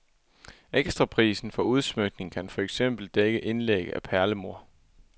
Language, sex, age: Danish, male, 24